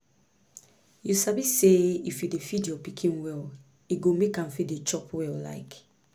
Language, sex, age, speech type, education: Nigerian Pidgin, female, 15-29, spontaneous, tertiary